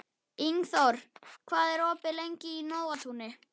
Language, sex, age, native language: Icelandic, male, 11, Icelandic